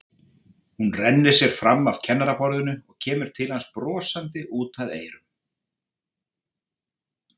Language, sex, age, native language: Icelandic, male, 30-39, Icelandic